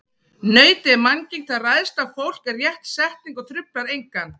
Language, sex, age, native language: Icelandic, female, 40-49, Icelandic